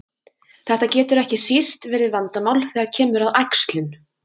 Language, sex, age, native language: Icelandic, female, 20-29, Icelandic